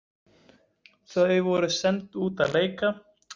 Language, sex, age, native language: Icelandic, male, 20-29, Icelandic